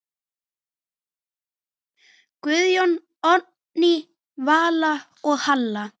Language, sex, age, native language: Icelandic, male, 9, Icelandic